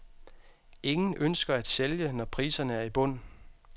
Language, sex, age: Danish, male, 32